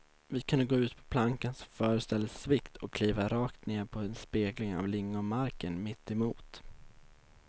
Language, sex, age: Swedish, male, 19